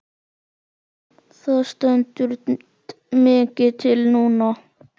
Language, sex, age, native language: Icelandic, male, 10, Icelandic